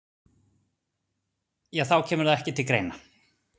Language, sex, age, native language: Icelandic, male, 40-49, Icelandic